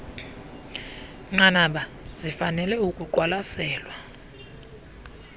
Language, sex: Xhosa, female